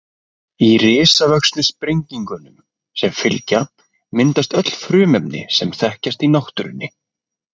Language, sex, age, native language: Icelandic, male, 20-29, Icelandic